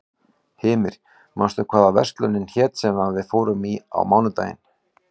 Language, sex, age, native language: Icelandic, male, 40-49, Icelandic